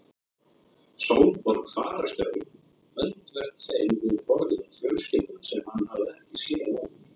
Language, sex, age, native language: Icelandic, male, 30-39, Icelandic